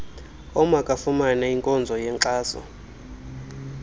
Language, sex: Xhosa, male